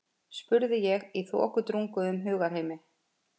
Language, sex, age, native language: Icelandic, female, 50-59, Icelandic